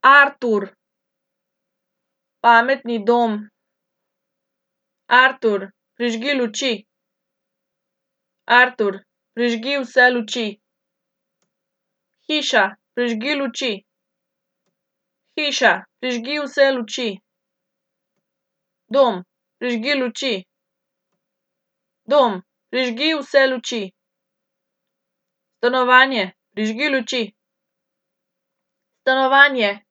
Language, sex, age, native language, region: Slovenian, female, 18-29, Slovenian, Central Slovenia